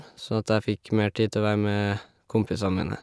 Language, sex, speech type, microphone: Norwegian, male, spontaneous, Shure